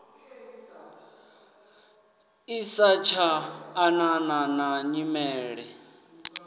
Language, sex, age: Venda, male, 19